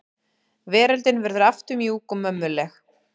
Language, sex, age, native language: Icelandic, female, 11, Icelandic